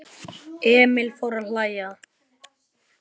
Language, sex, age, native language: Icelandic, male, 10, Icelandic